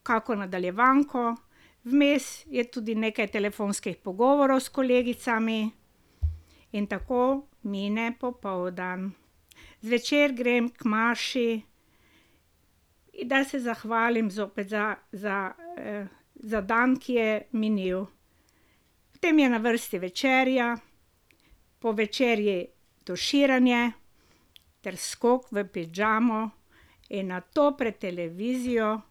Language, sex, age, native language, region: Slovenian, female, 60+, Slovenian, Drava region